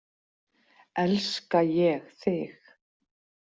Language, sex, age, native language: Icelandic, female, 40-49, Icelandic